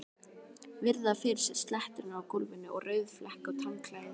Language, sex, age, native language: Icelandic, female, 12, Icelandic